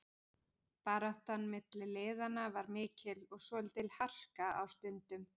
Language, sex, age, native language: Icelandic, female, 40-49, Icelandic